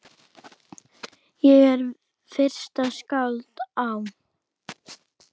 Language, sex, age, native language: Icelandic, female, 10, Icelandic